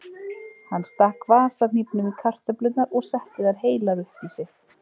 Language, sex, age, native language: Icelandic, female, 30-39, Icelandic